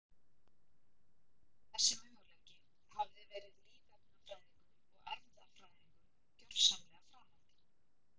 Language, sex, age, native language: Icelandic, female, 40-49, Icelandic